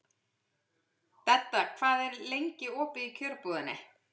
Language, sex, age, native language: Icelandic, female, 11, Icelandic